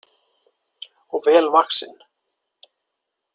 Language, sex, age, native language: Icelandic, male, 40-49, Icelandic